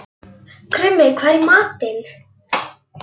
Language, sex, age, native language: Icelandic, female, 11, Icelandic